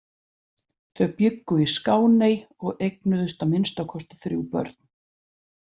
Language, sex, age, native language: Icelandic, female, 40-49, Icelandic